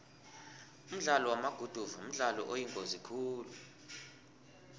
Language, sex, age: South Ndebele, male, 20